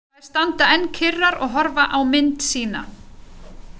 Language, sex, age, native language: Icelandic, female, 30-39, Icelandic